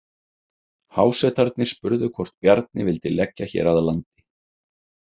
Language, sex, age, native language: Icelandic, male, 30-39, Icelandic